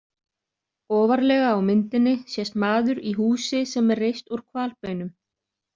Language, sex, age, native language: Icelandic, other, 30-39, Icelandic